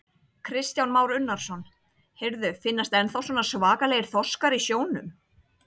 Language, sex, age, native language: Icelandic, female, 30-39, Icelandic